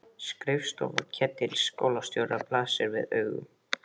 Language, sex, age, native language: Icelandic, male, 13, Icelandic